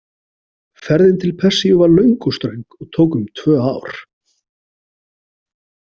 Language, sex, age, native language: Icelandic, male, 40-49, Icelandic